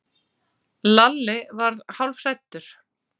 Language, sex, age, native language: Icelandic, female, 40-49, Icelandic